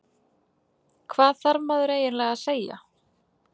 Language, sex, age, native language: Icelandic, female, 30-39, Icelandic